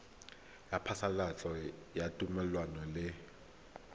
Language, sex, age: Tswana, male, 23